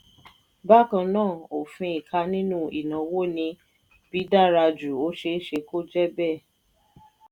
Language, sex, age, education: Yoruba, female, 30-45, tertiary